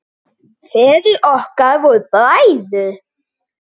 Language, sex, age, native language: Icelandic, male, 9, Icelandic